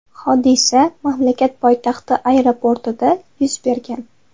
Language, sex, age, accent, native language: Uzbek, female, 12-17, Namangan, Uzbek